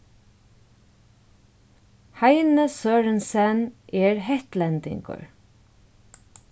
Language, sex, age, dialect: Faroese, female, 36-60, Norðurstreymoy/Eysturoy